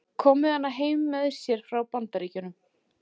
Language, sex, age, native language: Icelandic, female, 40-49, Icelandic